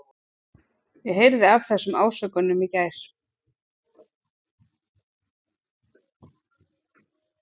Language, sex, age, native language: Icelandic, female, 40-49, Icelandic